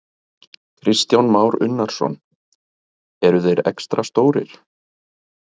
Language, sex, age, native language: Icelandic, male, 30-39, Icelandic